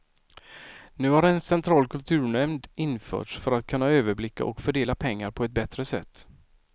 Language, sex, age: Swedish, male, 46